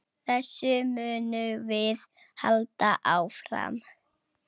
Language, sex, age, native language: Icelandic, female, 10, Icelandic